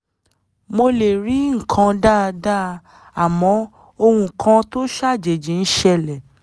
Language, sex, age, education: Yoruba, female, 15-29, tertiary